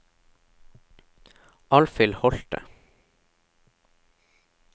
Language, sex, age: Norwegian, male, 17